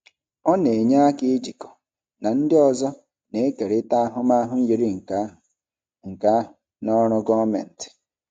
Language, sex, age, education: Igbo, male, 30-45, tertiary